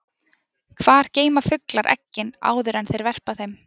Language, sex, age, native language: Icelandic, female, 20-29, Icelandic